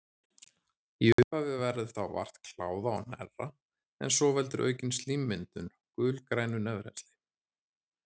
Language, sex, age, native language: Icelandic, male, 30-39, Icelandic